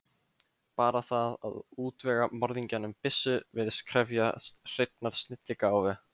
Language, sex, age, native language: Icelandic, male, 15, Icelandic